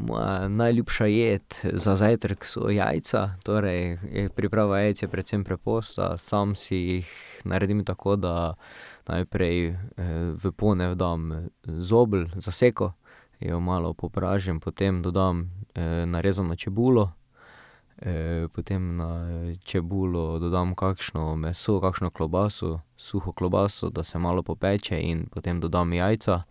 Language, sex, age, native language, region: Slovenian, male, 18-29, Slovenian, Drava region